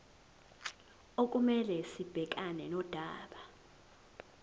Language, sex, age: Zulu, female, 18